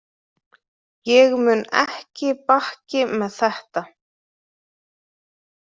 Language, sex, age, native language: Icelandic, female, 30-39, Icelandic